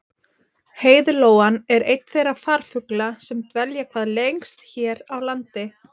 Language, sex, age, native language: Icelandic, female, 30-39, Icelandic